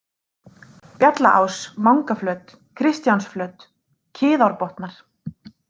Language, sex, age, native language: Icelandic, female, 30-39, Icelandic